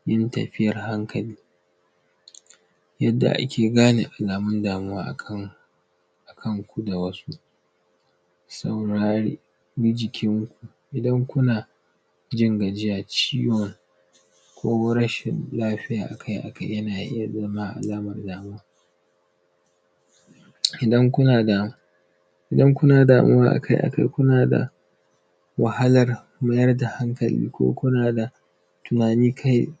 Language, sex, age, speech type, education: Hausa, male, 15-29, spontaneous, tertiary